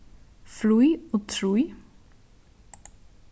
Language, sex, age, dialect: Faroese, female, 15-35, Suðurstreymoy